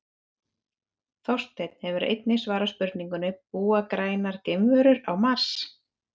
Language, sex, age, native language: Icelandic, female, 30-39, Icelandic